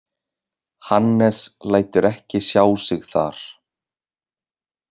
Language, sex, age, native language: Icelandic, male, 20-29, Icelandic